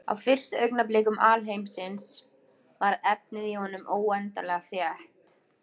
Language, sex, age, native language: Icelandic, female, 20-29, Icelandic